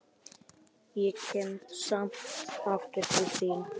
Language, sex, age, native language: Icelandic, male, 11, Icelandic